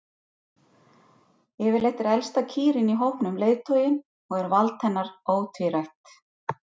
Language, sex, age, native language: Icelandic, female, 50-59, Icelandic